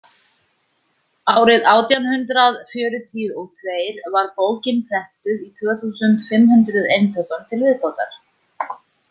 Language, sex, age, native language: Icelandic, female, 40-49, Icelandic